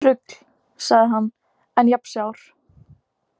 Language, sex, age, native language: Icelandic, female, 18-19, Icelandic